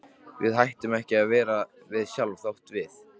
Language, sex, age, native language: Icelandic, male, 13, Icelandic